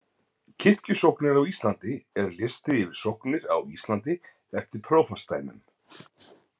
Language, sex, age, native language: Icelandic, male, 50-59, Icelandic